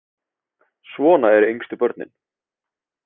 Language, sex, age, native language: Icelandic, male, 30-39, Icelandic